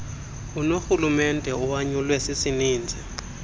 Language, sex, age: Xhosa, male, 26